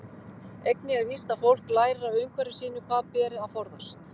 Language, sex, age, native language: Icelandic, female, 50-59, Icelandic